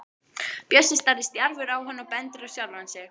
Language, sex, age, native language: Icelandic, female, 12, Icelandic